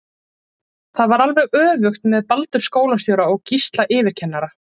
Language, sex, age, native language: Icelandic, male, 12, Icelandic